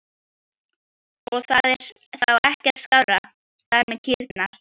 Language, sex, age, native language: Icelandic, female, 12, Icelandic